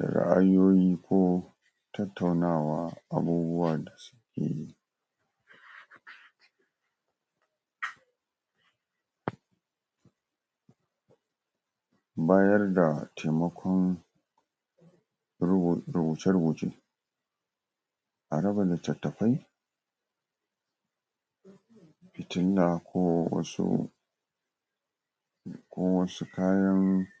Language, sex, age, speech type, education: Hausa, male, 46-60, spontaneous, tertiary